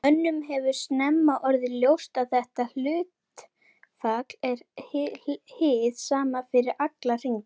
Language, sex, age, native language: Icelandic, female, 30-39, Icelandic